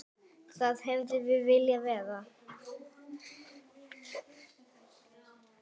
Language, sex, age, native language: Icelandic, female, 9, Icelandic